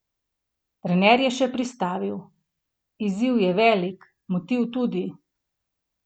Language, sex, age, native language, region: Slovenian, female, 30-49, Slovenian, Gorenjska region